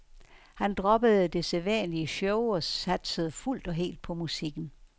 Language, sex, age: Danish, female, 69